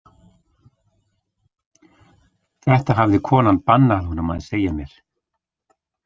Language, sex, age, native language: Icelandic, male, 60-69, Icelandic